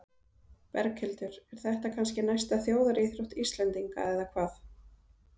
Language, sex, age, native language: Icelandic, female, 30-39, Icelandic